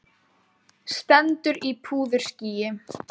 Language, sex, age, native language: Icelandic, female, 18-19, Icelandic